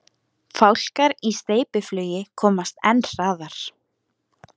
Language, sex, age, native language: Icelandic, female, 18-19, Icelandic